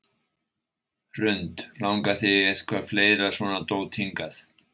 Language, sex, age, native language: Icelandic, male, 60-69, Icelandic